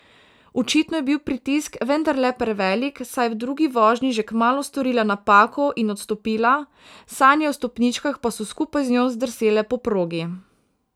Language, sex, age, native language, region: Slovenian, female, 18-29, Slovenian, Savinja region